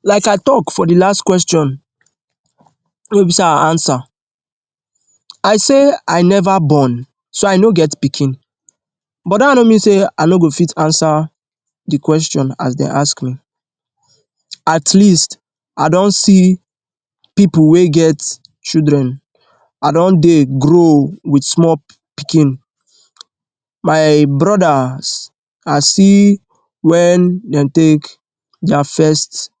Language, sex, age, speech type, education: Nigerian Pidgin, male, 15-29, spontaneous, tertiary